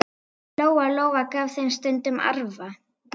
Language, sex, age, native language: Icelandic, female, 9, Icelandic